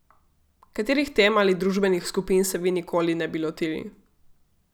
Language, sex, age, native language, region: Slovenian, female, 18-29, Slovenian, Gorica region